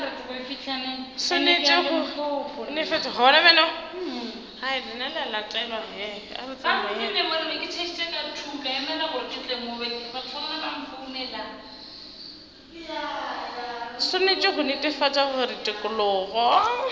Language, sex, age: Northern Sotho, female, 30